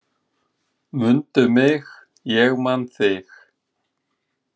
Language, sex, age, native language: Icelandic, male, 20-29, Icelandic